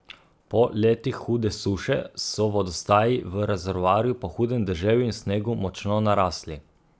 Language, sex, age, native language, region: Slovenian, male, 30-49, Slovenian, Gorica region